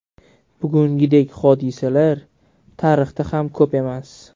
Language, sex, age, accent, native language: Uzbek, male, 12-17, Toshkent shahri, Uzbek